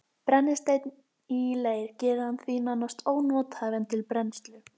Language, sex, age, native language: Icelandic, female, 12, Icelandic